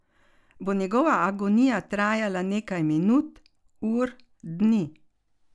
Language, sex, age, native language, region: Slovenian, female, 60+, Slovenian, Carinthia region